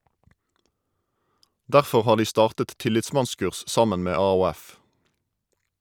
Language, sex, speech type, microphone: Norwegian, male, read, Shure